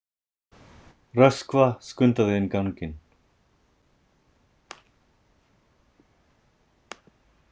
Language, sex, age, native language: Icelandic, male, 30-39, Icelandic